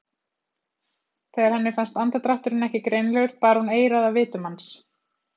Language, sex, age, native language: Icelandic, female, 30-39, Icelandic